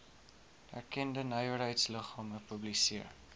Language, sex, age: Afrikaans, male, 19